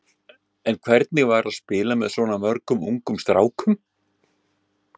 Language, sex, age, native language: Icelandic, male, 60-69, Icelandic